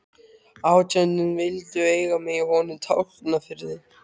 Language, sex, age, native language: Icelandic, male, 13, Icelandic